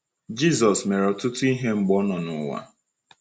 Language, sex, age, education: Igbo, male, 15-29, tertiary